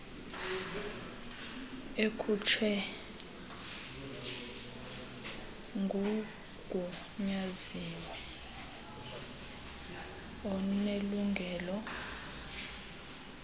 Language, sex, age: Xhosa, female, 22